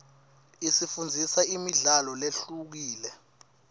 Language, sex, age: Swati, male, 19